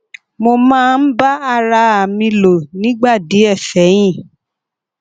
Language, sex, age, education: Yoruba, female, 30-45, tertiary